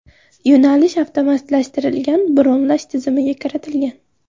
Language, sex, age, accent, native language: Uzbek, female, 18-24, Navoiy, Uzbek